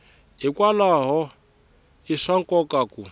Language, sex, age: Tsonga, male, 24